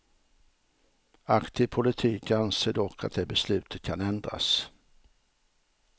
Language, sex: Swedish, male